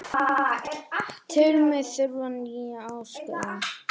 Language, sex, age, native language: Icelandic, male, 18-19, Icelandic